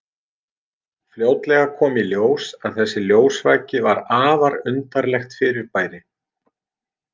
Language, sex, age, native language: Icelandic, male, 50-59, Icelandic